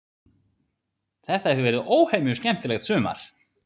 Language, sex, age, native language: Icelandic, male, 40-49, Icelandic